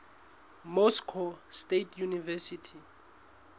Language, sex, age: Southern Sotho, male, 21